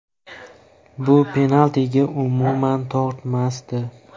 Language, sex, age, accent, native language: Uzbek, male, 18-24, Toshkent viloyati, Uzbek